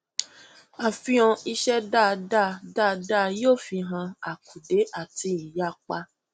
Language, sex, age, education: Yoruba, female, 15-29, tertiary